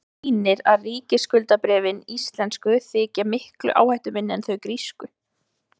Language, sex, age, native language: Icelandic, female, 20-29, Icelandic